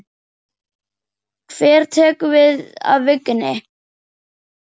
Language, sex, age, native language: Icelandic, male, 9, Icelandic